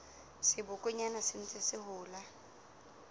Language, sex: Southern Sotho, female